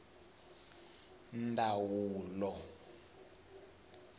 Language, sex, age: Tsonga, male, 20